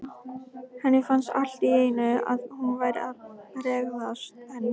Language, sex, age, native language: Icelandic, female, 18-19, Icelandic